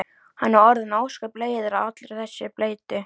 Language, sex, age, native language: Icelandic, female, 13, Icelandic